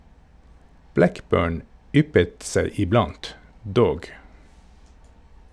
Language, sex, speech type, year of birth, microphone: Norwegian, male, read, 1969, Shure